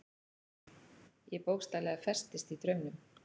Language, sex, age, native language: Icelandic, female, 40-49, Icelandic